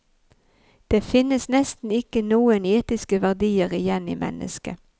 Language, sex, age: Norwegian, female, 51